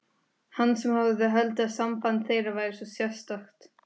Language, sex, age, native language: Icelandic, female, 13, Spanish